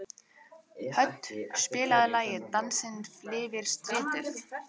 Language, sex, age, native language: Icelandic, female, 18-19, Icelandic